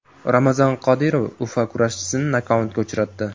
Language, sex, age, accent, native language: Uzbek, male, 18-24, Samarqand, Uzbek